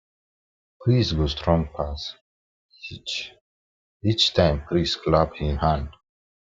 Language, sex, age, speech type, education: Nigerian Pidgin, male, 15-29, spontaneous, tertiary